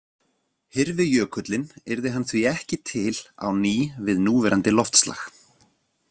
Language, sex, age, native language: Icelandic, other, 40-49, Icelandic